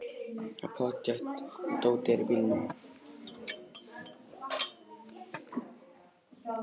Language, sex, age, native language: Icelandic, male, 18-19, Icelandic